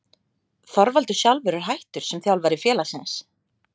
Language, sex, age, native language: Icelandic, female, 30-39, Icelandic